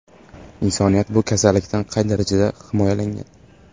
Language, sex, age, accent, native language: Uzbek, male, 18-24, Farg'ona, Uzbek